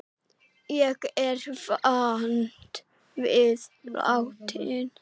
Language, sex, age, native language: Icelandic, female, 8, Icelandic